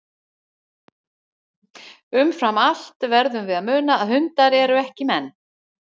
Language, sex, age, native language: Icelandic, female, 60-69, Icelandic